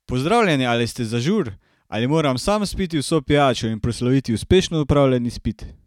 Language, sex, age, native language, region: Slovenian, male, 18-29, Slovenian, Carinthia region